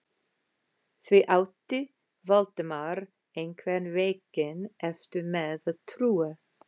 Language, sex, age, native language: Icelandic, female, 50-59, English